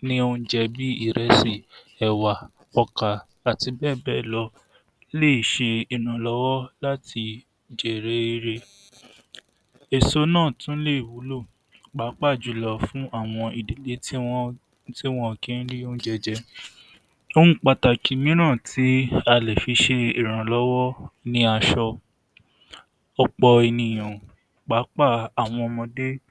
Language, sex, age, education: Yoruba, male, 46-60, tertiary